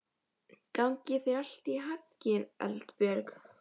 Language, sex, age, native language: Icelandic, female, 11, Polish